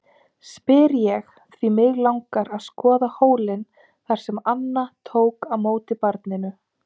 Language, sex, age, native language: Icelandic, female, 30-39, Icelandic